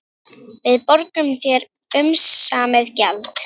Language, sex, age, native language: Icelandic, female, 9, Icelandic